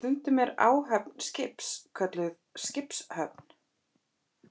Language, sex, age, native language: Icelandic, female, 30-39, Icelandic